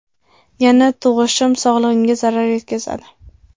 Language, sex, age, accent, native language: Uzbek, female, 18-24, Andijon, Uzbek